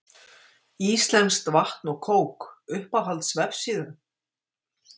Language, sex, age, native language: Icelandic, female, 50-59, Icelandic